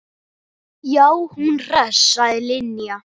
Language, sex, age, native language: Icelandic, male, 9, Icelandic